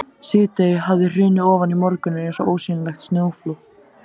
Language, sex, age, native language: Icelandic, male, 14, Icelandic